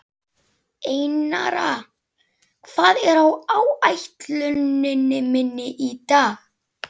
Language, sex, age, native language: Icelandic, male, 11, Icelandic